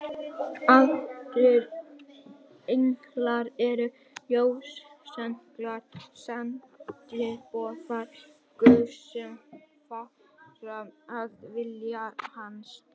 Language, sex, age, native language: Icelandic, female, 18-19, Icelandic